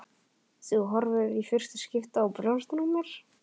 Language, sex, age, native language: Icelandic, male, 11, Icelandic